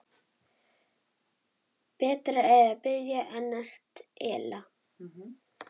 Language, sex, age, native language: Icelandic, female, 21, Icelandic